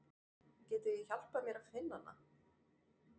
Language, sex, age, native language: Icelandic, female, 40-49, French